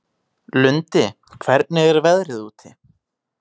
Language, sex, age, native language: Icelandic, male, 18-19, Icelandic